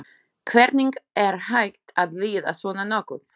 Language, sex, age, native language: Icelandic, female, 20-29, Slovak